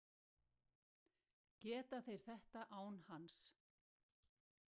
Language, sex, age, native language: Icelandic, female, 60-69, Icelandic